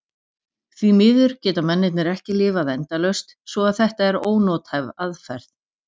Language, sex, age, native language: Icelandic, female, 40-49, Icelandic